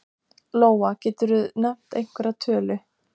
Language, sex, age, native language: Icelandic, female, 14, Icelandic